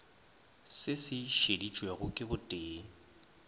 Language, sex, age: Northern Sotho, male, 23